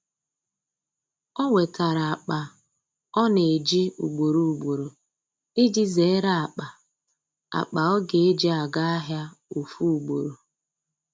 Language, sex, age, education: Igbo, female, 15-29, tertiary